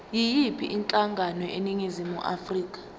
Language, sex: Zulu, female